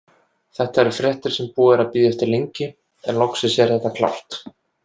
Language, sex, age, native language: Icelandic, male, 20-29, Icelandic